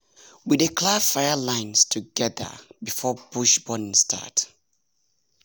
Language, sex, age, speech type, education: Nigerian Pidgin, male, 30-45, spontaneous, tertiary